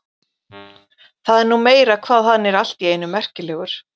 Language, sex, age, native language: Icelandic, female, 40-49, Icelandic